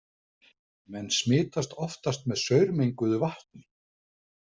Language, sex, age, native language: Icelandic, male, 50-59, Icelandic